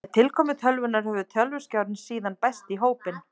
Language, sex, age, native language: Icelandic, female, 30-39, Icelandic